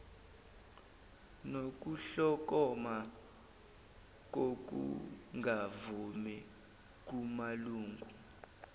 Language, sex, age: Zulu, male, 19